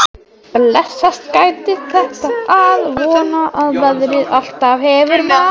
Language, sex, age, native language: Icelandic, female, 13, Icelandic